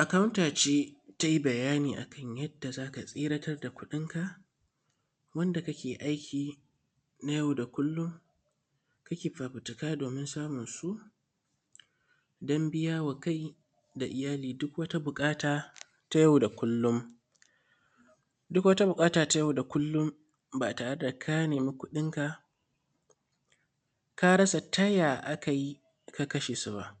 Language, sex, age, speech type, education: Hausa, male, 15-29, spontaneous, secondary